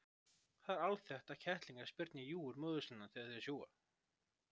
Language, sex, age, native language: Icelandic, male, 30-39, Icelandic